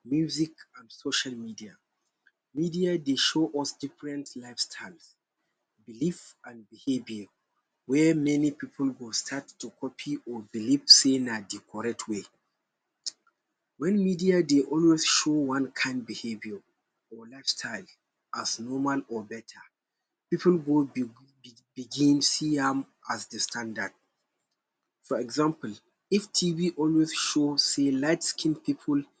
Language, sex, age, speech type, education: Nigerian Pidgin, male, 15-29, spontaneous, tertiary